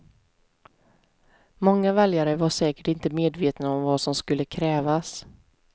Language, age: Swedish, 20